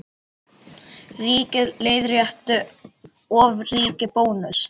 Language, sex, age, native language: Icelandic, female, 30-39, Icelandic